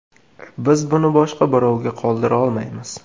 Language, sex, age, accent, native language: Uzbek, male, 18-24, Qashqadaryo, Uzbek